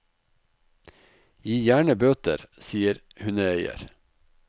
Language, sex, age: Norwegian, male, 44